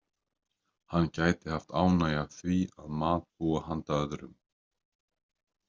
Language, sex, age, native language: Icelandic, male, 30-39, Icelandic